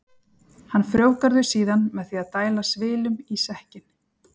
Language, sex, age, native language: Icelandic, female, 40-49, Icelandic